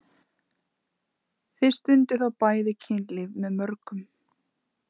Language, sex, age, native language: Icelandic, female, 20-29, Icelandic